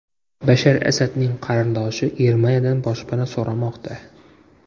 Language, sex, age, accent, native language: Uzbek, male, 18-24, Xorazm, Uzbek